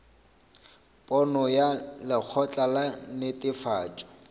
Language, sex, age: Northern Sotho, male, 26